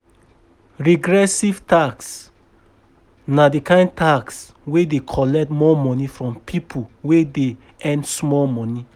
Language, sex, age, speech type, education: Nigerian Pidgin, male, 30-45, spontaneous, tertiary